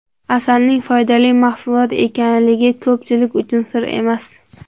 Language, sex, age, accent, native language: Uzbek, male, 18-24, Andijon, Uzbek